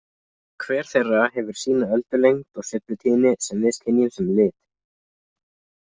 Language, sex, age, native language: Icelandic, other, 20-29, Icelandic